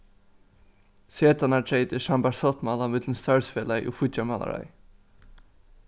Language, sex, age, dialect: Faroese, male, 15-35, Norðuroyggjar